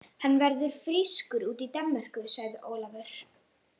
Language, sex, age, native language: Icelandic, female, 18-19, Icelandic